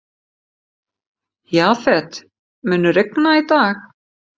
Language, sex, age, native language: Icelandic, female, 50-59, Icelandic